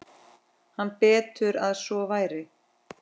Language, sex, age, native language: Icelandic, female, 10, Icelandic